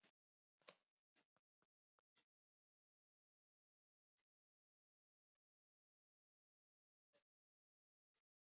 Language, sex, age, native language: Icelandic, female, 60-69, Icelandic